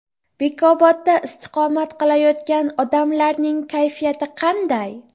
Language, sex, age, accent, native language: Uzbek, female, 12-17, Jizzax, Uzbek